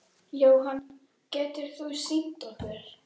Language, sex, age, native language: Icelandic, female, 10, Icelandic